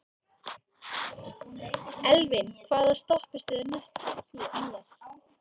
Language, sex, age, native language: Icelandic, female, 18-19, Icelandic